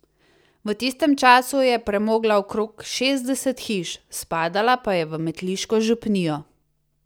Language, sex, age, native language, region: Slovenian, female, 30-49, Slovenian, Savinja region